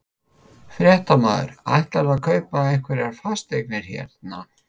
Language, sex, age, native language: Icelandic, male, 50-59, Icelandic